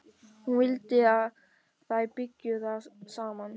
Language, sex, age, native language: Icelandic, male, 13, German